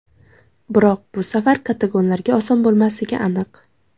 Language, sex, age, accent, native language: Uzbek, female, 18-24, Samarqand, Uzbek